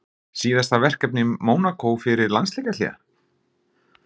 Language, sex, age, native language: Icelandic, male, 40-49, Icelandic